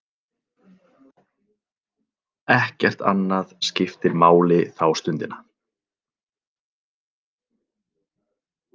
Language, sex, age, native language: Icelandic, male, 30-39, Icelandic